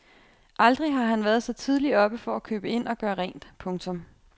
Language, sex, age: Danish, female, 28